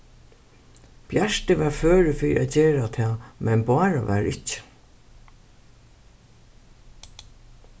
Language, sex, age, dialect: Faroese, female, 61+, Suðurstreymoy